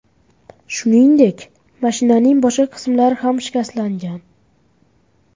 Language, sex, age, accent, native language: Uzbek, male, 12-17, Farg'ona, Uzbek